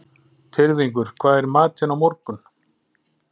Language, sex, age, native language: Icelandic, male, 40-49, Icelandic